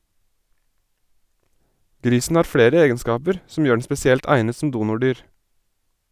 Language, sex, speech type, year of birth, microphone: Norwegian, male, read, 1987, Sennheiser